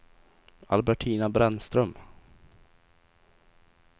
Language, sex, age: Swedish, male, 20